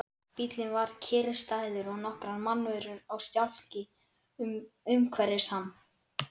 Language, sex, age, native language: Icelandic, male, 11, Icelandic